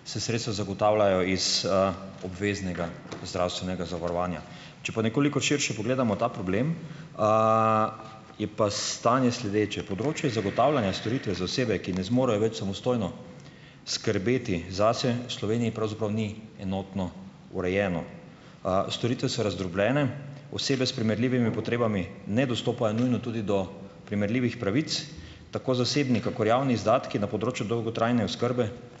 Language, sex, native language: Slovenian, male, Slovenian